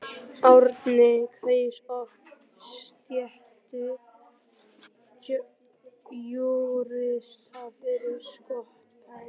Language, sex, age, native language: Icelandic, male, 11, Icelandic